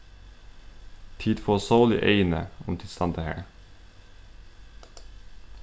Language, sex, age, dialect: Faroese, male, 15-35, Suðurstreymoy